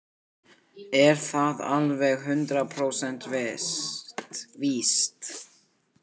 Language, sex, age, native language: Icelandic, male, 11, Icelandic